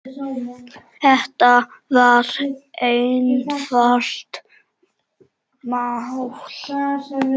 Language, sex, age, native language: Icelandic, male, 8, Czech